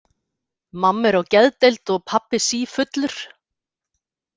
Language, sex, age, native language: Icelandic, female, 50-59, Icelandic